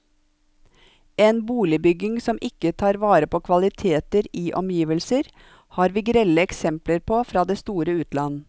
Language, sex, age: Norwegian, female, 45